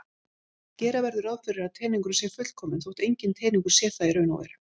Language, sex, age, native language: Icelandic, female, 50-59, Icelandic